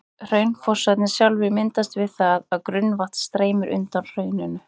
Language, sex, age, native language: Icelandic, female, 30-39, Icelandic